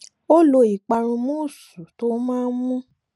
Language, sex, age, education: Yoruba, female, 15-29, tertiary